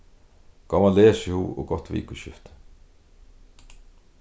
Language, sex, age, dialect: Faroese, male, 36-60, Suðurstreymoy